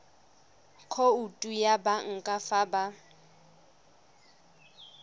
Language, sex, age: Tswana, female, 25